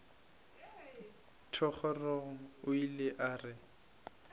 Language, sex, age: Northern Sotho, male, 22